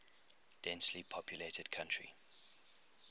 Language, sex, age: English, male, 21